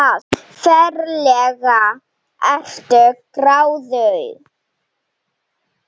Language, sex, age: Icelandic, female, 7